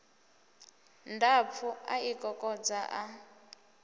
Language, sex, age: Venda, female, 24